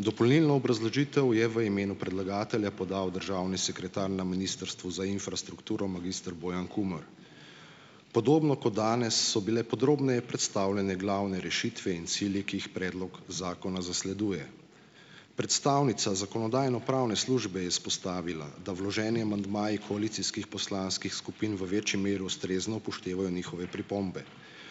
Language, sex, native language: Slovenian, male, Slovenian